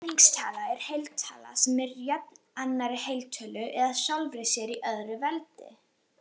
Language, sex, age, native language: Icelandic, female, 18-19, Icelandic